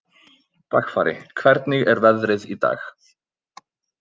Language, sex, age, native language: Icelandic, male, 20-29, Icelandic